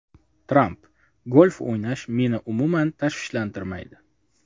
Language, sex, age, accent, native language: Uzbek, male, 25-34, Jizzax, Uzbek